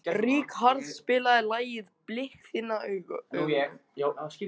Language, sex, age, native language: Icelandic, male, 14, Icelandic